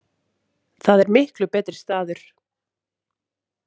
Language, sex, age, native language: Icelandic, female, 30-39, Icelandic